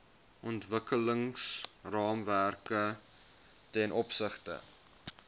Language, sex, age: Afrikaans, male, 21